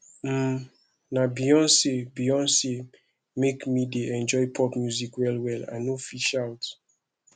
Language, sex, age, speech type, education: Nigerian Pidgin, male, 15-29, spontaneous, secondary